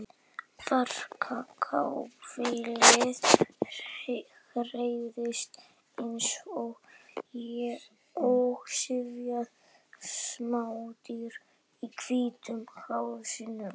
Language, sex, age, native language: Icelandic, female, 11, Icelandic